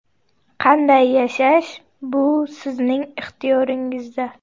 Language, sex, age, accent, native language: Uzbek, female, 18-24, Buxoro, Uzbek